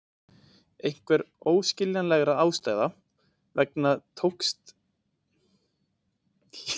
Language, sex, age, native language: Icelandic, male, 20-29, Icelandic